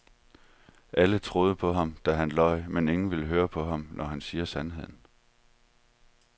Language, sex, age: Danish, male, 31